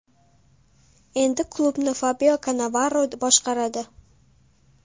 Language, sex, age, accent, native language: Uzbek, female, 12-17, Toshkent shahri, Uzbek